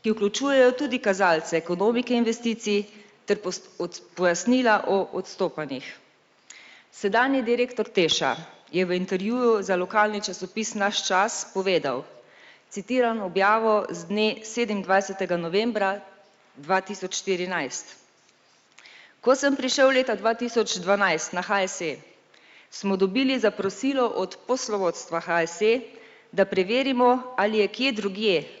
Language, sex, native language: Slovenian, female, Slovenian